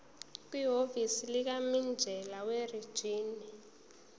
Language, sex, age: Zulu, female, 19